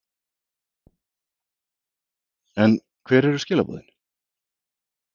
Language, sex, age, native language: Icelandic, male, 50-59, Icelandic